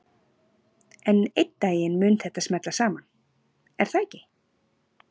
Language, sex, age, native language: Icelandic, female, 40-49, Icelandic